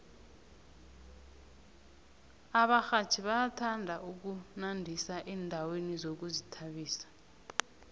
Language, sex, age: South Ndebele, female, 21